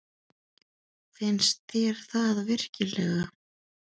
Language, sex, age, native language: Icelandic, female, 30-39, Icelandic